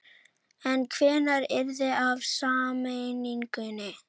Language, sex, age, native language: Icelandic, female, 11, Icelandic